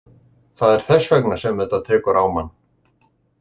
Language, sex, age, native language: Icelandic, male, 60-69, Icelandic